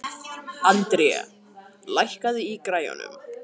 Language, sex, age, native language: Icelandic, male, 18-19, Icelandic